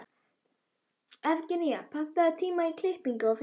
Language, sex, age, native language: Icelandic, female, 11, Icelandic